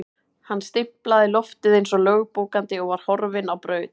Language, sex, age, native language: Icelandic, female, 30-39, Icelandic